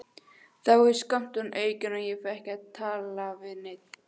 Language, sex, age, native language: Icelandic, female, 16, Icelandic